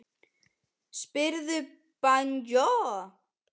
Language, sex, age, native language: Icelandic, female, 10, Icelandic